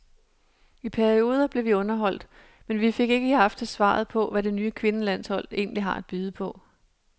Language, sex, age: Danish, female, 37